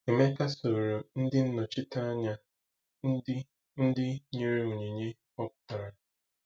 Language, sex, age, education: Igbo, male, 15-29, tertiary